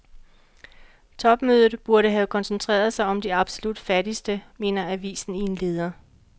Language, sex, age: Danish, female, 45